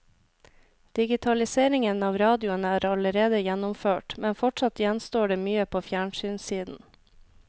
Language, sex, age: Norwegian, female, 26